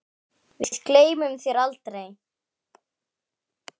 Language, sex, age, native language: Icelandic, female, 10, Icelandic